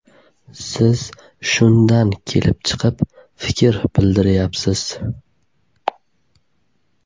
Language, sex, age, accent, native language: Uzbek, male, 18-24, Buxoro, Uzbek